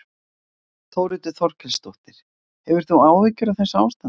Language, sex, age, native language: Icelandic, female, 60-69, Icelandic